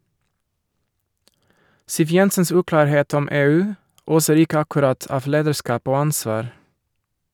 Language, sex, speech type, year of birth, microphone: Norwegian, male, read, 1978, Shure